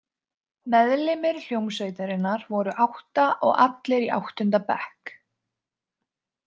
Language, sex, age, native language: Icelandic, female, 20-29, Icelandic